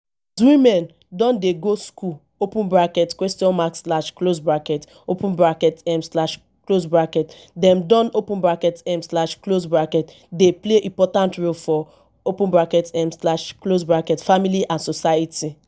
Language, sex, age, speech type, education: Nigerian Pidgin, female, 30-45, spontaneous, tertiary